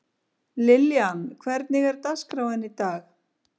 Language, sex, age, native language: Icelandic, female, 50-59, Icelandic